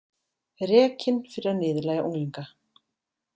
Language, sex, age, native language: Icelandic, female, 40-49, Icelandic